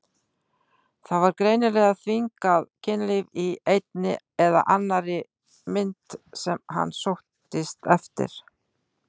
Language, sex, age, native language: Icelandic, female, 60-69, Icelandic